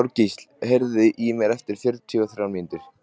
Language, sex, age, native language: Icelandic, male, 13, Icelandic